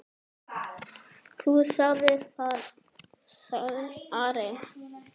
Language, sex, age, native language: Icelandic, male, 9, Icelandic